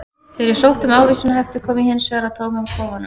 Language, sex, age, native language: Icelandic, female, 30-39, Icelandic